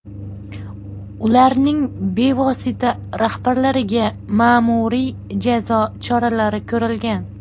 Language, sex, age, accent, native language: Uzbek, female, 30-39, Xorazm, Uzbek